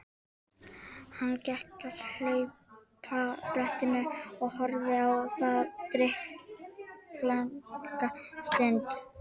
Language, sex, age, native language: Icelandic, female, 12, Icelandic